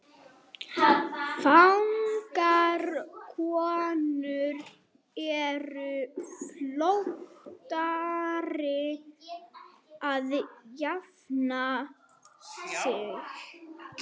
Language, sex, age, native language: Icelandic, female, 30-39, Swedish